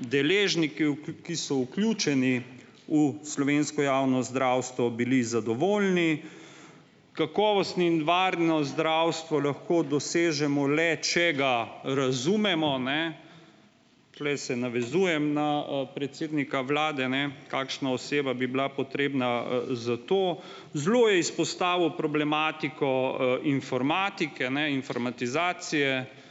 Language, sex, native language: Slovenian, male, Slovenian